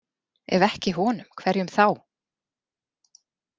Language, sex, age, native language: Icelandic, female, 40-49, Icelandic